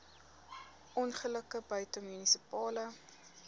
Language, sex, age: Afrikaans, female, 18